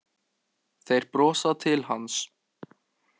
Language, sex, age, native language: Icelandic, male, 18-19, Icelandic